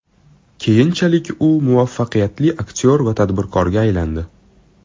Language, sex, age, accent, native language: Uzbek, male, 12-17, Toshkent shahri, Uzbek